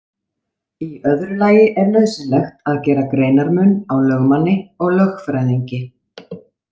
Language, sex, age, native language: Icelandic, female, 40-49, Icelandic